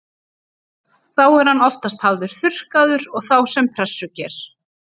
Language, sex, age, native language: Icelandic, female, 30-39, Icelandic